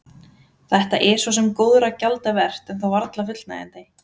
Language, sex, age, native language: Icelandic, female, 30-39, Icelandic